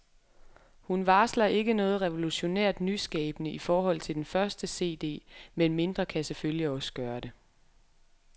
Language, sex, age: Danish, female, 23